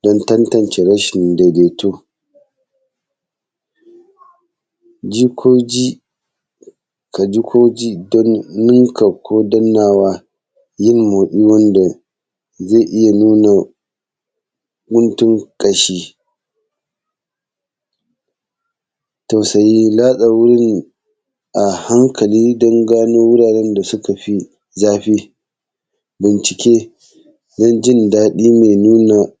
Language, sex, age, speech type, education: Hausa, male, 30-45, spontaneous, tertiary